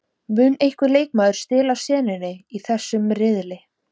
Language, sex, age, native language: Icelandic, female, 17, Icelandic